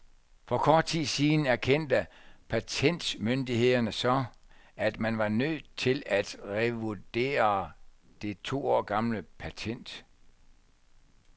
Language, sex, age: Danish, male, 64